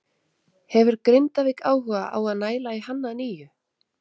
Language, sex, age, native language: Icelandic, female, 30-39, Icelandic